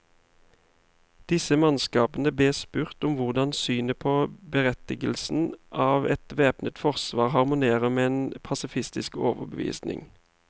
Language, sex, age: Norwegian, male, 31